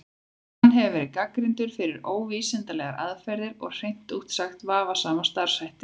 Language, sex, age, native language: Icelandic, female, 30-39, Icelandic